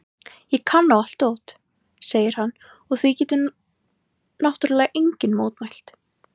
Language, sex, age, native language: Icelandic, female, 18-19, Icelandic